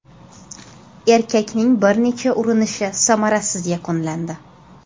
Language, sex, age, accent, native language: Uzbek, female, 12-17, Toshkent shahri, Uzbek